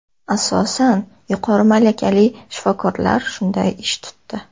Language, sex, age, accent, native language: Uzbek, female, 18-24, Toshkent shahri, Uzbek